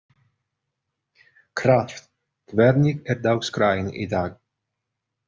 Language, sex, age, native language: Icelandic, male, 30-39, Portuguese